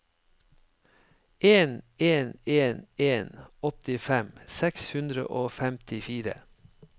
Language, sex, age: Norwegian, male, 53